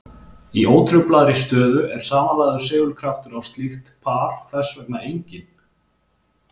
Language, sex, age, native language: Icelandic, male, 20-29, Icelandic